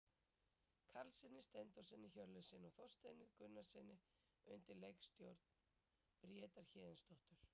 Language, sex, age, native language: Icelandic, female, 30-39, Icelandic